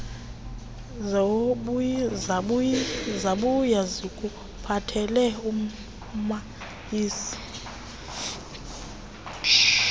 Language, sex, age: Xhosa, female, 28